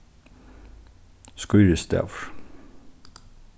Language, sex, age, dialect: Faroese, male, 15-35, Norðurstreymoy/Eysturoy